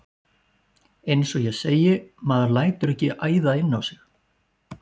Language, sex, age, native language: Icelandic, male, 40-49, Icelandic